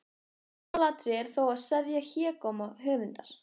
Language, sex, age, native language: Icelandic, female, 15, Icelandic